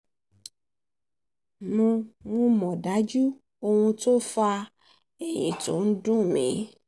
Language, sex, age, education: Yoruba, female, 30-45, tertiary